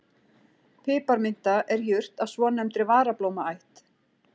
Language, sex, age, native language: Icelandic, female, 40-49, Icelandic